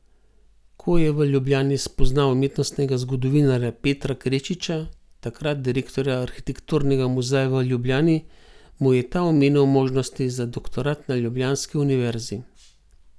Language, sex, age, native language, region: Slovenian, male, 50-59, Slovenian, Gorenjska region